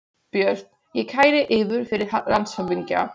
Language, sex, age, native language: Icelandic, female, 16, Polish